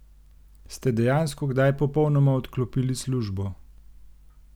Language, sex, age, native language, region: Slovenian, male, 30-49, Slovenian, Gorenjska region